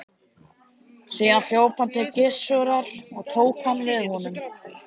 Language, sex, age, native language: Icelandic, male, 13, Icelandic